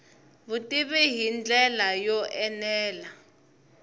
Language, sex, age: Tsonga, female, 20